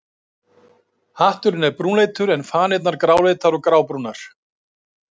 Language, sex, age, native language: Icelandic, male, 60-69, Icelandic